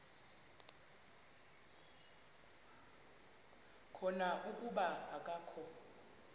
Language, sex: Xhosa, female